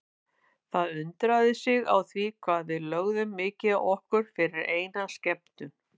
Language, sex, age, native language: Icelandic, female, 50-59, Icelandic